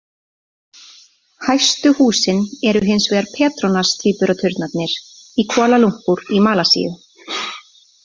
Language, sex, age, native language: Icelandic, female, 40-49, Icelandic